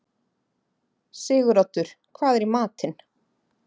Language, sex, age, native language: Icelandic, female, 30-39, Icelandic